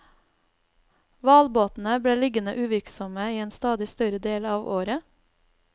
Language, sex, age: Norwegian, female, 32